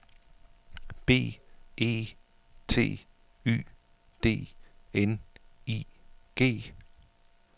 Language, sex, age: Danish, male, 41